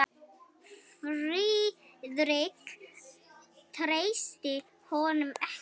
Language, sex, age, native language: Icelandic, female, 9, Icelandic